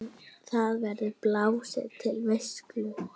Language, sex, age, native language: Icelandic, female, 9, Icelandic